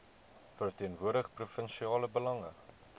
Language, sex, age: Afrikaans, male, 23